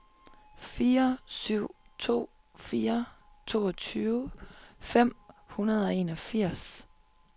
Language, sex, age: Danish, female, 25